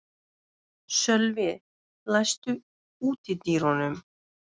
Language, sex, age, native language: Icelandic, female, 30-39, Russian